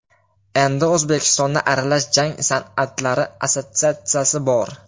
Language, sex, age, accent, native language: Uzbek, male, 18-24, Farg'ona, Uzbek